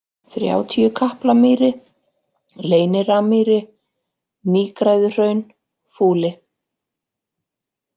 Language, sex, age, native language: Icelandic, female, 40-49, Icelandic